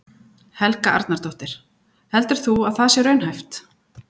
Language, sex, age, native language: Icelandic, female, 40-49, Icelandic